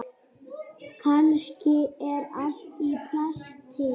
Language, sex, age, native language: Icelandic, female, 8, Icelandic